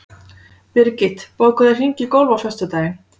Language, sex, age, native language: Icelandic, female, 40-49, Icelandic